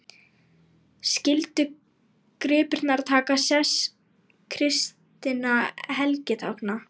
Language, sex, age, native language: Icelandic, female, 18-19, Lithuanian